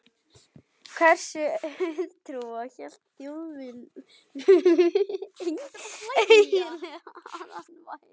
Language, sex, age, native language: Icelandic, other, 11, Icelandic